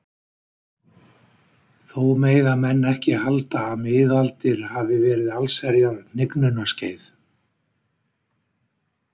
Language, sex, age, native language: Icelandic, male, 60-69, Icelandic